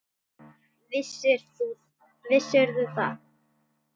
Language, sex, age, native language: Icelandic, male, 9, Icelandic